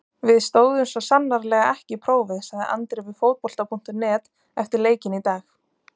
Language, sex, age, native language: Icelandic, female, 20-29, Icelandic